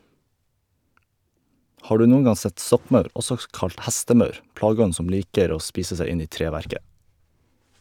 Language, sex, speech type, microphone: Norwegian, male, read, Shure